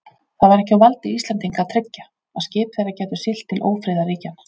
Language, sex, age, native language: Icelandic, female, 40-49, Icelandic